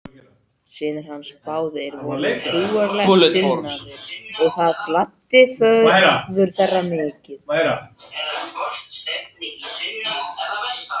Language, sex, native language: Icelandic, male, Icelandic